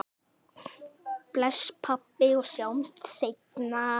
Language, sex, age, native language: Icelandic, male, 10, Icelandic